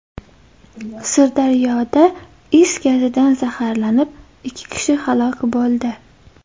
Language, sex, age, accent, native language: Uzbek, female, 18-24, Toshkent shahri, Uzbek